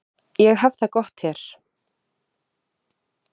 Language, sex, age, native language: Icelandic, female, 30-39, Icelandic